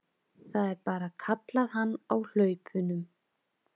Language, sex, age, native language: Icelandic, female, 30-39, Icelandic